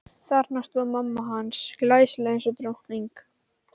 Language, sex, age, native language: Icelandic, male, 12, Icelandic